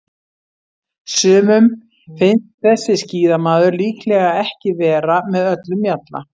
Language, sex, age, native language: Icelandic, female, 60-69, Icelandic